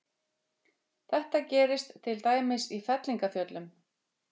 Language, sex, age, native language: Icelandic, female, 50-59, Icelandic